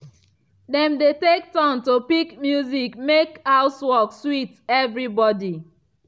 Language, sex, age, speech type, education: Nigerian Pidgin, female, 15-29, spontaneous, tertiary